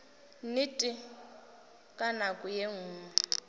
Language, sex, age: Northern Sotho, female, 19